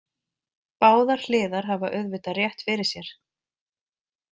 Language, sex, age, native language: Icelandic, female, 40-49, Icelandic